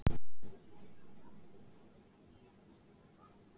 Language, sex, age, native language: Icelandic, female, 50-59, Icelandic